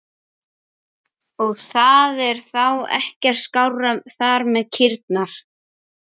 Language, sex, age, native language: Icelandic, male, 11, Icelandic